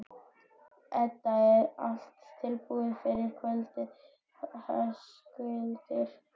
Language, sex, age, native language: Icelandic, male, 12, Icelandic